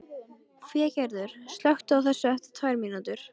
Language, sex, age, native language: Icelandic, female, 13, Icelandic